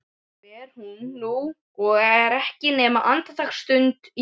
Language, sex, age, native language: Icelandic, other, 12, Icelandic